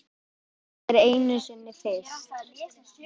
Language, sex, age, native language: Icelandic, female, 10, Icelandic